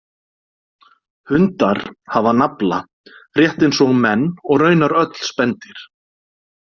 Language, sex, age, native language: Icelandic, male, 40-49, Icelandic